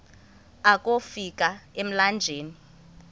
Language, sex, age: Xhosa, female, 24